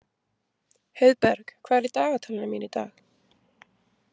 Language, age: Icelandic, 20-29